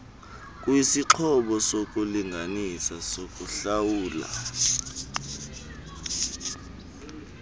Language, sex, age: Xhosa, male, 20